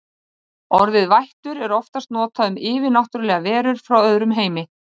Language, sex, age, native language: Icelandic, male, 30-39, Icelandic